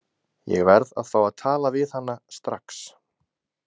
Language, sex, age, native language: Icelandic, male, 20-29, Icelandic